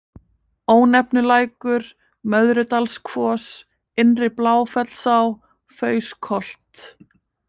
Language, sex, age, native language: Icelandic, female, 20-29, Icelandic